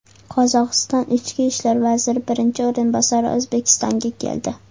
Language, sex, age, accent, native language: Uzbek, female, under 19, Toshkent shahri, Uzbek